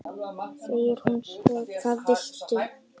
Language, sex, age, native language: Icelandic, female, 10, Icelandic